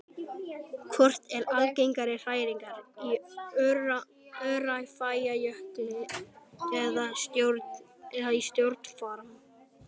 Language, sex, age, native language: Icelandic, male, 12, Icelandic